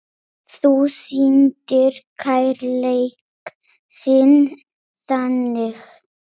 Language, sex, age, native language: Icelandic, female, 8, Polish